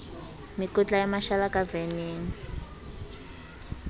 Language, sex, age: Southern Sotho, female, 22